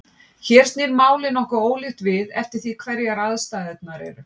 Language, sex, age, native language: Icelandic, female, 50-59, Icelandic